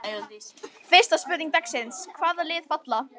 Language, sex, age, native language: Icelandic, male, 12, Icelandic